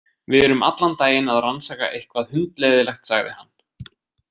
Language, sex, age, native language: Icelandic, male, 20-29, Icelandic